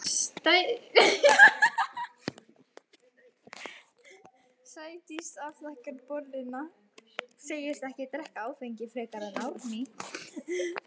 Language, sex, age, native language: Icelandic, female, 13, Icelandic